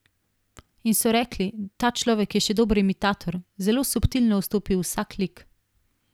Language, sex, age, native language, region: Slovenian, female, 18-29, Slovenian, Primorsko-notranjska region